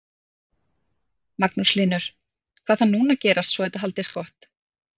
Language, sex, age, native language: Icelandic, female, 30-39, Icelandic